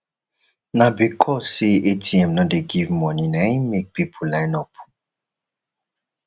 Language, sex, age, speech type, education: Nigerian Pidgin, male, 15-29, spontaneous, tertiary